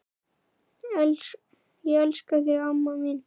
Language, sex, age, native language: Icelandic, male, 9, Icelandic